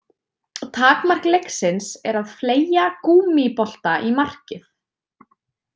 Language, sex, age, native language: Icelandic, female, 20-29, Icelandic